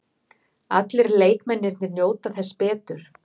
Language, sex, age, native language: Icelandic, female, 50-59, Icelandic